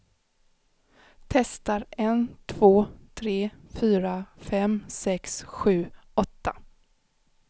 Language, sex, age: Swedish, female, 35